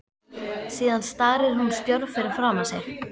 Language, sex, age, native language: Icelandic, female, 12, Icelandic